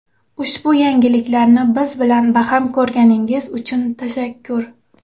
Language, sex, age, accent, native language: Uzbek, female, 19-29, Xorazm, Uzbek